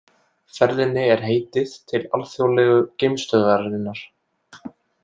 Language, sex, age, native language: Icelandic, male, 20-29, Icelandic